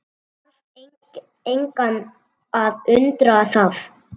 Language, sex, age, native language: Icelandic, female, 7, Icelandic